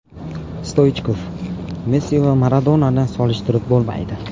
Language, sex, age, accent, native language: Uzbek, male, 18-24, Farg'ona, Uzbek